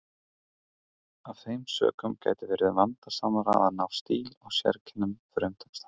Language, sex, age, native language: Icelandic, male, 30-39, Icelandic